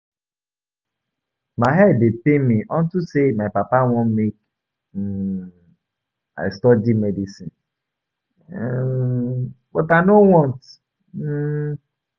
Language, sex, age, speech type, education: Nigerian Pidgin, male, 15-29, spontaneous, tertiary